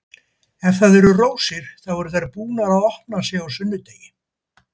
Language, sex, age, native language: Icelandic, male, 70-79, Icelandic